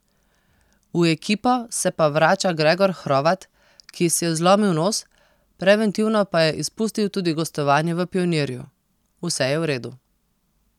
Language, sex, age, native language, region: Slovenian, female, 30-49, Slovenian, Posavska region